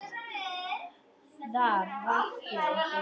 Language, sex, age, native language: Icelandic, female, 10, Icelandic